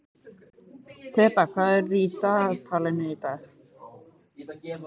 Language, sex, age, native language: Icelandic, male, 15, Icelandic